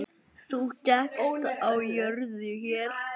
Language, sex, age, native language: Icelandic, male, 9, Icelandic